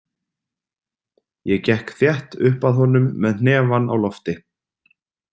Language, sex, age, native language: Icelandic, male, 30-39, Icelandic